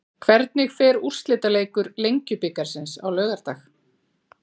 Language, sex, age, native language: Icelandic, female, 40-49, Icelandic